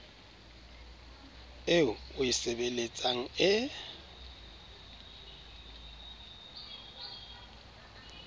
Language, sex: Southern Sotho, male